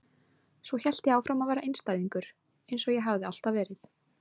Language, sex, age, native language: Icelandic, female, 18-19, Icelandic